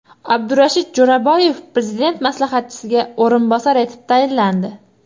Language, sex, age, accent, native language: Uzbek, female, 18-24, Toshkent shahri, Uzbek